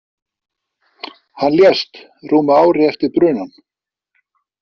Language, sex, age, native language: Icelandic, male, 50-59, Icelandic